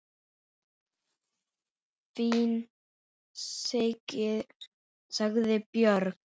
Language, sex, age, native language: Icelandic, male, 7, Icelandic